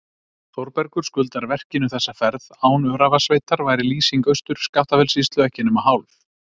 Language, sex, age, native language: Icelandic, male, 30-39, Icelandic